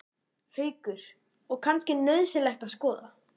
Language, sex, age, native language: Icelandic, female, 11, Icelandic